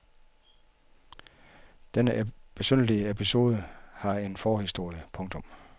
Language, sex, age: Danish, male, 51